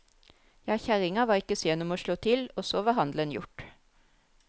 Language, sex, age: Norwegian, female, 34